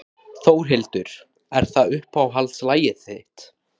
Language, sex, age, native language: Icelandic, male, 18-19, Icelandic